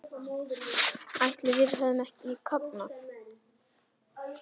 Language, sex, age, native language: Icelandic, male, 10, Icelandic